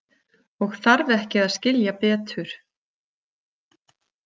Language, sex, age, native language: Icelandic, female, 40-49, Icelandic